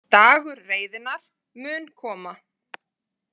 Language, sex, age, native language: Icelandic, female, 30-39, Icelandic